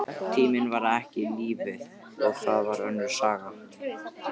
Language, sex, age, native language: Icelandic, male, 13, Icelandic